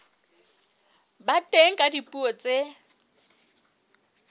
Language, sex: Southern Sotho, female